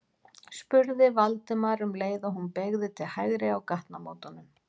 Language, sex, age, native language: Icelandic, female, 40-49, Icelandic